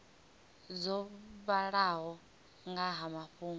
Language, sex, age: Venda, female, 18